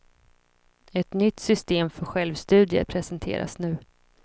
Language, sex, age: Swedish, female, 26